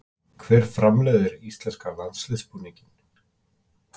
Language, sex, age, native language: Icelandic, male, 50-59, Icelandic